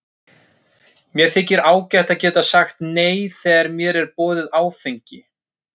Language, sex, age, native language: Icelandic, male, 30-39, Icelandic